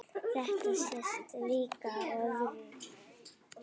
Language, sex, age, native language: Icelandic, female, 8, Icelandic